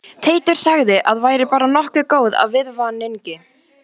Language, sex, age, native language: Icelandic, female, 14, Icelandic